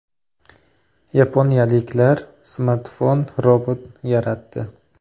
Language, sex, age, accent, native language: Uzbek, male, 18-24, Samarqand, Uzbek